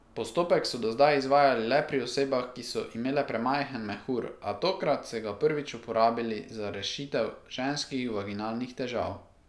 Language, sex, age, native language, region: Slovenian, male, 18-29, Slovenian, Pomurje region